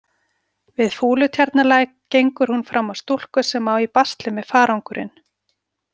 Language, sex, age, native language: Icelandic, female, 40-49, Icelandic